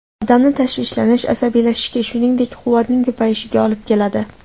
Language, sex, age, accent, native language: Uzbek, female, 18-24, Andijon, Uzbek